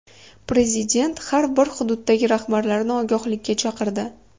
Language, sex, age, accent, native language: Uzbek, female, 18-24, Farg'ona, Uzbek